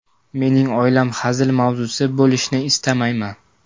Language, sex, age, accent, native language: Uzbek, male, 18-24, Toshkent viloyati, Uzbek